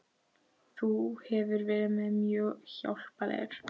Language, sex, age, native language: Icelandic, female, 12, Icelandic